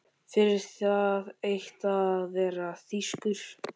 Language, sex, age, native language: Icelandic, male, 13, Icelandic